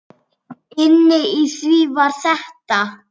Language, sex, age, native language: Icelandic, female, 7, Icelandic